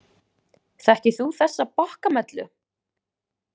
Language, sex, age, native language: Icelandic, female, 20-29, Icelandic